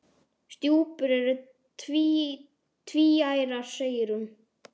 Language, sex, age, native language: Icelandic, male, 10, Icelandic